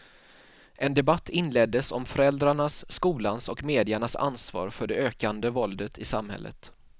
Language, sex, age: Swedish, male, 31